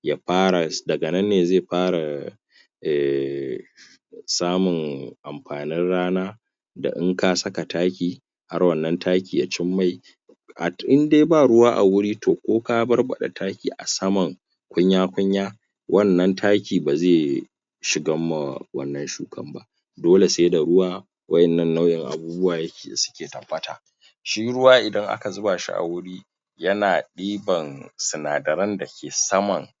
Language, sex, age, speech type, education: Hausa, male, 15-29, spontaneous, tertiary